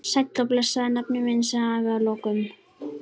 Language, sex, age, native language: Icelandic, female, 13, Icelandic